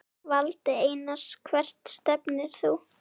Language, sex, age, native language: Icelandic, female, 9, Icelandic